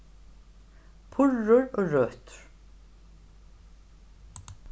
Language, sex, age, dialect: Faroese, female, 61+, Norðurstreymoy/Eysturoy